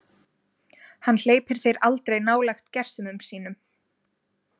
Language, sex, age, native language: Icelandic, female, 20-29, Icelandic